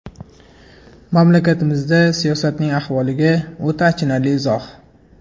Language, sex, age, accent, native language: Uzbek, male, 25-34, Sirdaryo, Uzbek